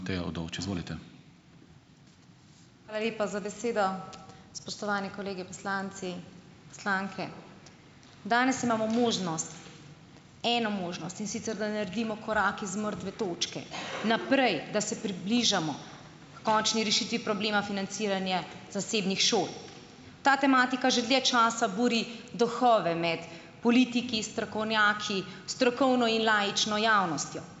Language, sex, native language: Slovenian, female, Slovenian